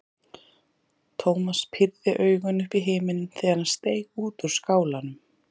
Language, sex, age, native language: Icelandic, female, 30-39, Icelandic